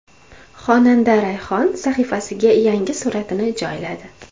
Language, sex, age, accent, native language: Uzbek, female, 25-34, Toshkent viloyati, Uzbek